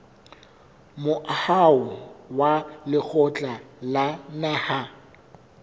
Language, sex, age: Southern Sotho, male, 24